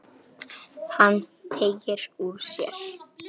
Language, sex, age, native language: Icelandic, female, 10, Icelandic